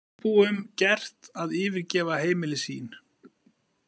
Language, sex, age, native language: Icelandic, male, 50-59, Icelandic